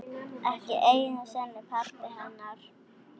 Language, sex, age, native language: Icelandic, female, 9, Icelandic